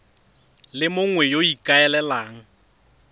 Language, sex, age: Tswana, male, 31